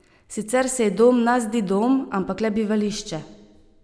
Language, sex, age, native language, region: Slovenian, female, 30-49, Slovenian, Savinja region